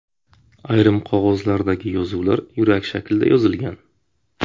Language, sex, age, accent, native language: Uzbek, male, 25-34, Buxoro, Uzbek